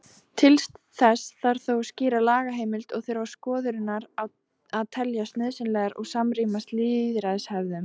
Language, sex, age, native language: Icelandic, female, 18-19, Icelandic